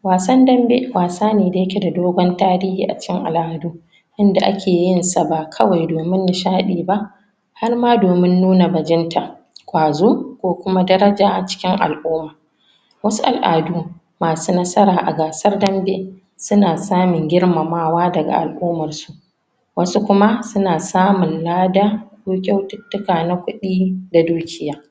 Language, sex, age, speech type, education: Hausa, female, 30-45, spontaneous, tertiary